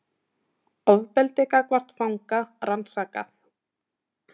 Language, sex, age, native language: Icelandic, male, 18-19, Icelandic